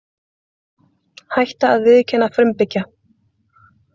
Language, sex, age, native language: Icelandic, female, 20-29, Icelandic